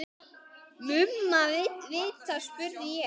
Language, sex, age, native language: Icelandic, male, 10, Icelandic